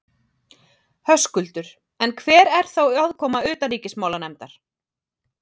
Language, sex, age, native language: Icelandic, female, 30-39, Icelandic